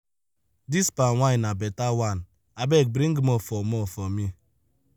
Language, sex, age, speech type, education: Nigerian Pidgin, male, 15-29, spontaneous, tertiary